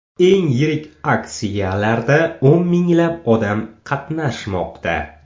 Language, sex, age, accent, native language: Uzbek, male, 18-24, Samarqand, Uzbek